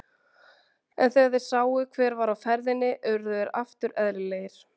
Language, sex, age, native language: Icelandic, female, 20-29, Icelandic